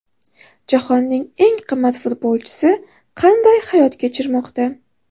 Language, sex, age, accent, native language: Uzbek, female, 18-24, Toshkent shahri, Uzbek